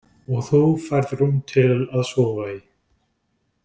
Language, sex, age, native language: Icelandic, male, 20-29, Icelandic